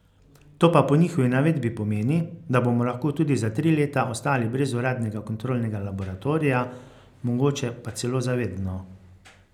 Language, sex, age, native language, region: Slovenian, male, 50-59, Slovenian, Carinthia region